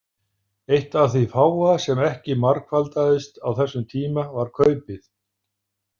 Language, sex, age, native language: Icelandic, male, 50-59, Icelandic